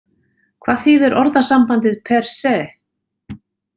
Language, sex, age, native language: Icelandic, female, 40-49, Icelandic